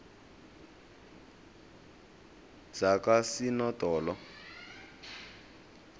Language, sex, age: South Ndebele, male, 20